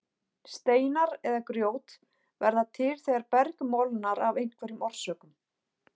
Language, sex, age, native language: Icelandic, female, 40-49, Icelandic